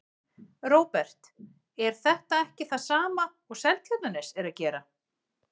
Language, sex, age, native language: Icelandic, female, 40-49, Icelandic